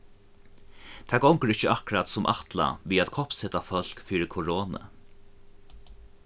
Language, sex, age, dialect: Faroese, male, 15-35, Norðuroyggjar